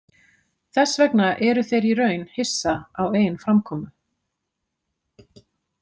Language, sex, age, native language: Icelandic, female, 40-49, Icelandic